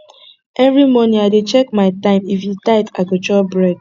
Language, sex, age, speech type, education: Nigerian Pidgin, female, 15-29, spontaneous, tertiary